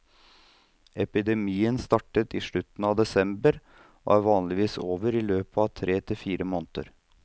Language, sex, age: Norwegian, male, 39